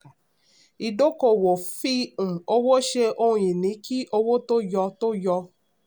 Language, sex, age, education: Yoruba, female, 30-45, tertiary